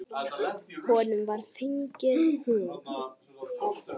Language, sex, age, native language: Icelandic, female, 8, Icelandic